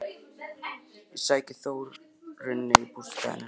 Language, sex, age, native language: Icelandic, male, 11, Icelandic